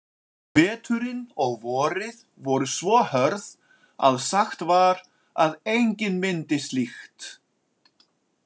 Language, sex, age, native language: Icelandic, male, 40-49, Icelandic